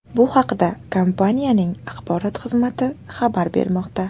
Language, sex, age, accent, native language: Uzbek, female, 18-24, Namangan, Uzbek